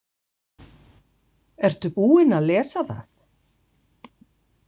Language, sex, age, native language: Icelandic, female, 60-69, Icelandic